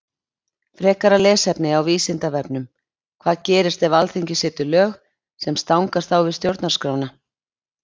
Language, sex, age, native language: Icelandic, female, 30-39, Icelandic